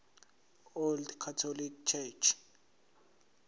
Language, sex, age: Zulu, male, 17